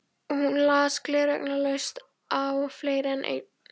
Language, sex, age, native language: Icelandic, female, 14, Icelandic